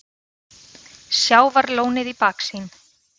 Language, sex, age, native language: Icelandic, female, 30-39, Icelandic